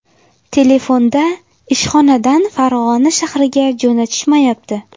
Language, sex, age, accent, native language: Uzbek, female, under 19, Jizzax, Uzbek